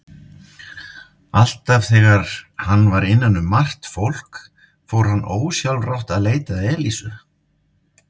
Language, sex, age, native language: Icelandic, male, 50-59, Icelandic